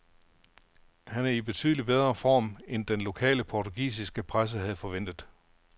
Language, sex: Danish, male